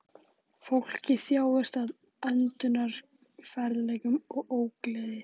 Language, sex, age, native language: Icelandic, male, 18-19, Icelandic